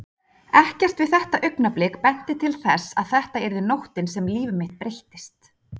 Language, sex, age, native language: Icelandic, female, 30-39, Icelandic